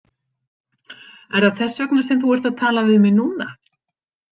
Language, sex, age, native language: Icelandic, female, 50-59, Icelandic